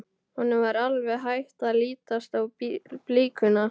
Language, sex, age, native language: Icelandic, male, 12, Icelandic